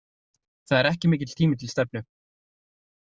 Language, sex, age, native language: Icelandic, male, 30-39, Icelandic